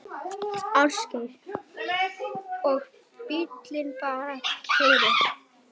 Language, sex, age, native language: Icelandic, female, 10, Icelandic